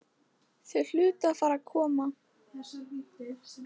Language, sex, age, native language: Icelandic, female, 15, Icelandic